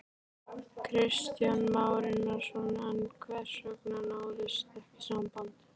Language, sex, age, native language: Icelandic, female, 11, Icelandic